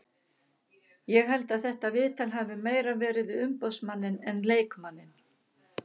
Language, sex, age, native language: Icelandic, female, 60-69, Icelandic